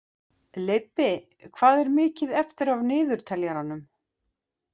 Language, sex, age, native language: Icelandic, female, 50-59, Icelandic